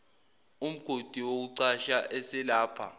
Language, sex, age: Zulu, male, 18